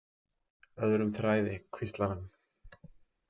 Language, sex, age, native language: Icelandic, male, 30-39, Icelandic